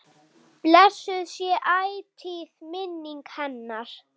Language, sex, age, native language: Icelandic, female, 8, Icelandic